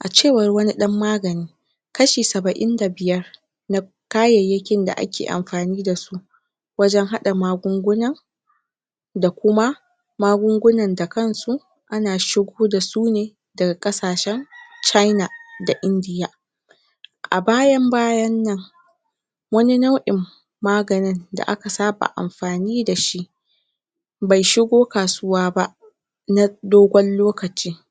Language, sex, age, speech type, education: Hausa, female, 46-60, spontaneous, secondary